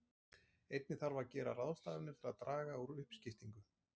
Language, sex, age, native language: Icelandic, male, 40-49, Icelandic